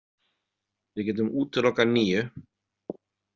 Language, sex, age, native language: Icelandic, male, 40-49, Icelandic